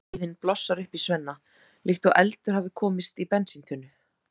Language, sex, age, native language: Icelandic, female, 30-39, Icelandic